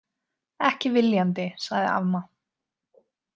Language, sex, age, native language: Icelandic, female, 20-29, Icelandic